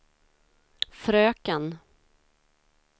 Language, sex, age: Swedish, female, 46